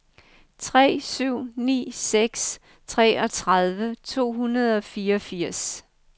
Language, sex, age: Danish, female, 55